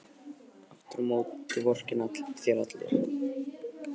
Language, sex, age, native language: Icelandic, male, 18-19, Icelandic